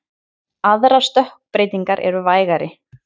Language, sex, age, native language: Icelandic, female, 30-39, Icelandic